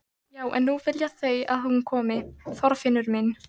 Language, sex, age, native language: Icelandic, female, 13, Icelandic